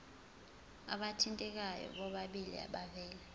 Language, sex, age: Zulu, female, 20